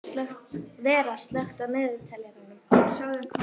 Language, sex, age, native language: Icelandic, female, 11, Icelandic